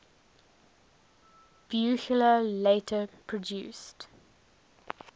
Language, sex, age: English, female, 19